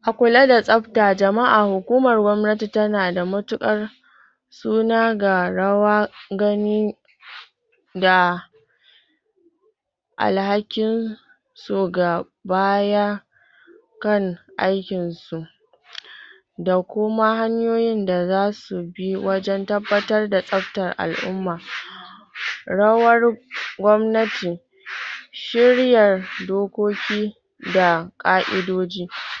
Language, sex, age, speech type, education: Hausa, female, 30-45, spontaneous, tertiary